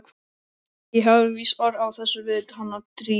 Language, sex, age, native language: Icelandic, male, 12, Icelandic